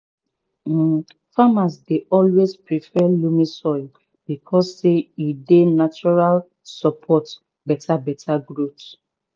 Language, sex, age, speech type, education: Nigerian Pidgin, female, 30-45, spontaneous, tertiary